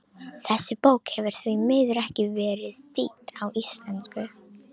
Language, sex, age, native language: Icelandic, female, 18-19, Romanian